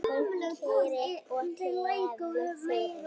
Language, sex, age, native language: Icelandic, male, 8, Icelandic